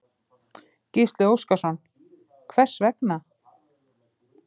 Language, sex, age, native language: Icelandic, female, 50-59, Icelandic